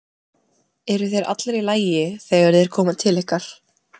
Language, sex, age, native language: Icelandic, female, 20-29, Icelandic